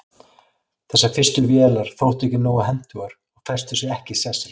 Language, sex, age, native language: Icelandic, male, 40-49, Icelandic